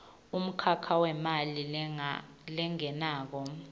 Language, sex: Swati, female